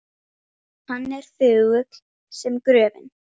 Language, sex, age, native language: Icelandic, female, 10, Icelandic